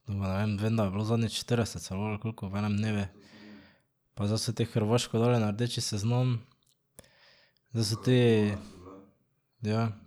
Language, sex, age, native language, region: Slovenian, male, 18-29, Slovenian, Drava region